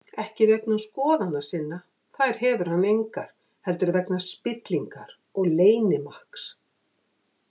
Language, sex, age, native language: Icelandic, female, 50-59, Icelandic